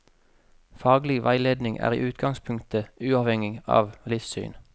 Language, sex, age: Norwegian, male, 33